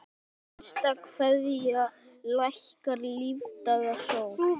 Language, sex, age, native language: Icelandic, male, 10, Icelandic